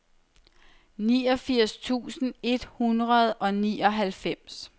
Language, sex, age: Danish, female, 30